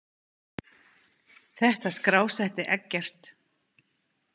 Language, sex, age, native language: Icelandic, female, 50-59, Icelandic